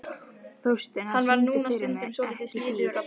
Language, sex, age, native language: Icelandic, female, 12, Icelandic